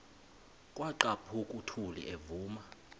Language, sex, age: Xhosa, male, 20